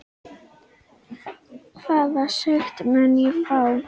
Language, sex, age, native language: Icelandic, female, 10, Icelandic